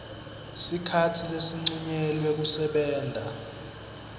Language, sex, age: Swati, male, 22